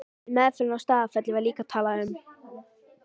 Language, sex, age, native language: Icelandic, female, 13, Icelandic